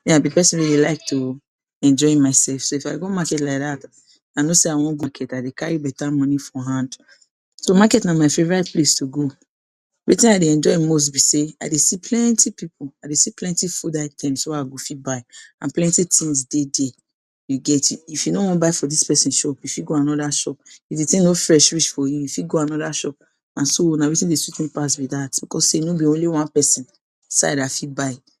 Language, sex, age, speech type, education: Nigerian Pidgin, female, 46-60, spontaneous, tertiary